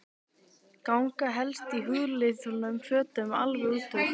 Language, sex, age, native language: Icelandic, female, 12, Icelandic